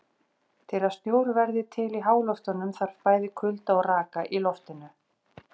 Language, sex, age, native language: Icelandic, female, 40-49, Icelandic